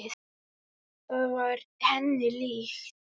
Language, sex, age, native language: Icelandic, male, 10, Icelandic